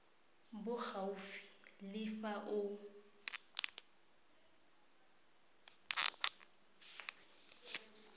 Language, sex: Tswana, female